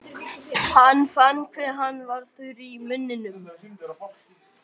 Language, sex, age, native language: Icelandic, male, 12, Icelandic